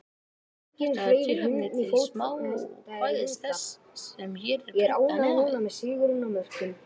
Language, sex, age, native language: Icelandic, female, 18-19, Icelandic